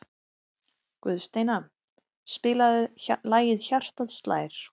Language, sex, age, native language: Icelandic, female, 30-39, Icelandic